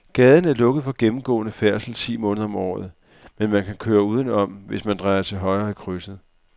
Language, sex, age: Danish, male, 44